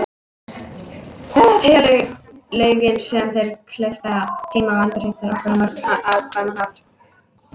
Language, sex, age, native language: Icelandic, female, 18-19, Icelandic